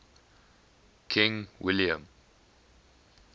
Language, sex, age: English, male, 21